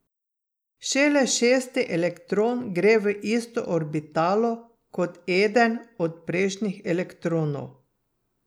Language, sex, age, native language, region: Slovenian, female, 60+, Slovenian, Drava region